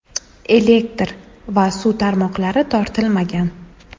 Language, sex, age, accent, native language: Uzbek, female, 19-29, Toshkent shahri, Uzbek